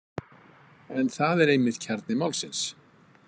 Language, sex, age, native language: Icelandic, male, 50-59, Icelandic